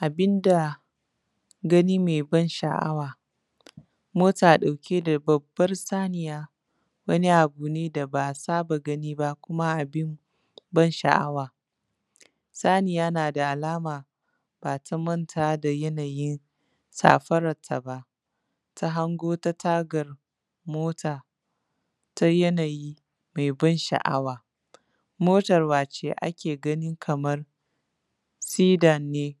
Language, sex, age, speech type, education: Hausa, female, 15-29, spontaneous, tertiary